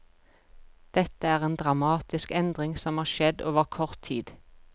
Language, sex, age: Norwegian, female, 42